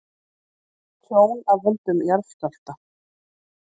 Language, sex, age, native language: Icelandic, female, 40-49, Icelandic